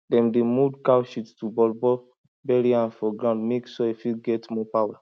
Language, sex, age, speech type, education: Nigerian Pidgin, male, 15-29, spontaneous, tertiary